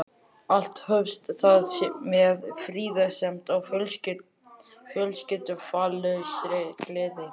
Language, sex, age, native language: Icelandic, male, 11, Icelandic